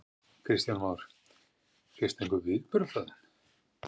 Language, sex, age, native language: Icelandic, male, 50-59, Icelandic